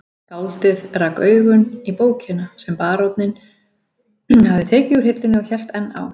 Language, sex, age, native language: Icelandic, female, 40-49, Icelandic